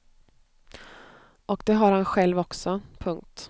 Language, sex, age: Swedish, female, 29